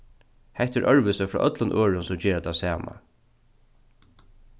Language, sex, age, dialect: Faroese, male, 36-60, Norðuroyggjar